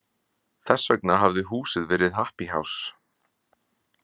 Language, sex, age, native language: Icelandic, male, 40-49, Icelandic